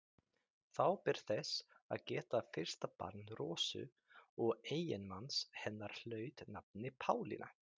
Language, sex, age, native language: Icelandic, male, 30-39, Icelandic